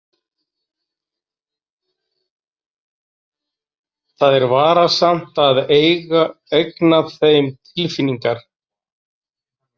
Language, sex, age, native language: Icelandic, male, 40-49, Icelandic